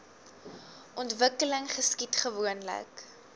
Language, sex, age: Afrikaans, female, 19